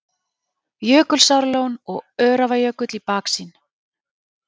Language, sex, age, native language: Icelandic, female, 30-39, Icelandic